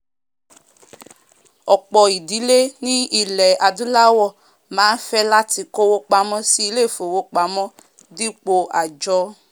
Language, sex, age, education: Yoruba, female, 15-29, tertiary